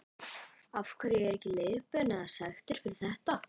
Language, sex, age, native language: Icelandic, male, 11, Icelandic